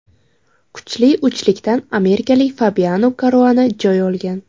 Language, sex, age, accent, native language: Uzbek, female, 18-24, Samarqand, Uzbek